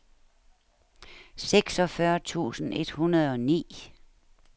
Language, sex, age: Danish, female, 69